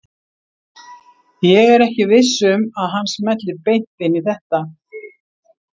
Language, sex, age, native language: Icelandic, female, 60-69, Icelandic